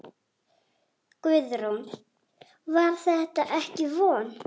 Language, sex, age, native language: Icelandic, female, 8, Icelandic